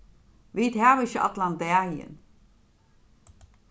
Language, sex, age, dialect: Faroese, female, 36-60, Norðurstreymoy/Eysturoy